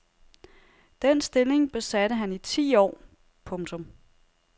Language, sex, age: Danish, female, 30